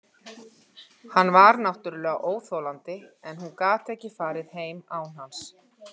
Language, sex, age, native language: Icelandic, female, 50-59, Icelandic